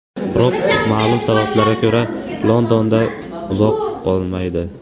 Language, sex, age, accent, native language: Uzbek, male, under 19, Buxoro, Uzbek